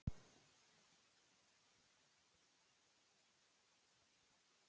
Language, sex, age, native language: Icelandic, female, 18-19, Icelandic